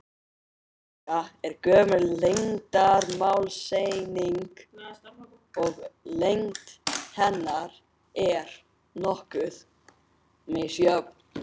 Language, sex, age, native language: Icelandic, male, 18-19, Icelandic